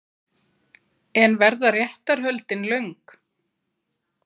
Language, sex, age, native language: Icelandic, female, 40-49, Icelandic